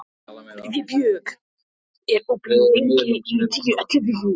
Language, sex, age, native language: Icelandic, male, 13, Icelandic